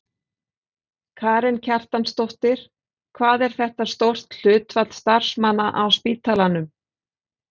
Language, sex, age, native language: Icelandic, female, 40-49, Icelandic